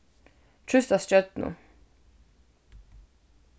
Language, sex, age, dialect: Faroese, female, 15-35, Suðurstreymoy